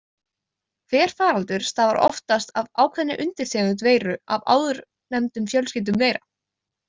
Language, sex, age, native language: Icelandic, female, 20-29, Icelandic